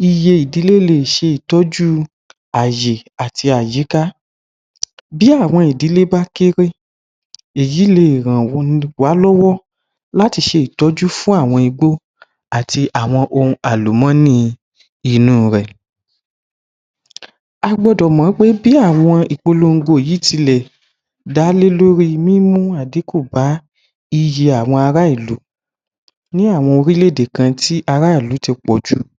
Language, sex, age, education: Yoruba, male, 15-29, tertiary